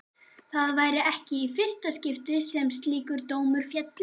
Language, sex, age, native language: Icelandic, female, 11, Icelandic